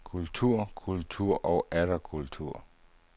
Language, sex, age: Danish, male, 59